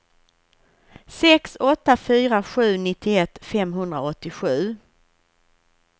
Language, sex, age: Swedish, female, 41